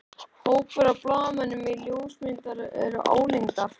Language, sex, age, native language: Icelandic, male, 11, Icelandic